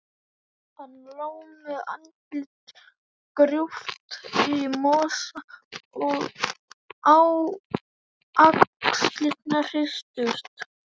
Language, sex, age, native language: Icelandic, male, 11, Icelandic